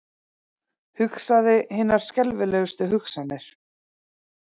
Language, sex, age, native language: Icelandic, female, 30-39, Icelandic